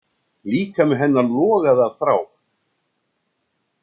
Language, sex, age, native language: Icelandic, male, 60-69, Icelandic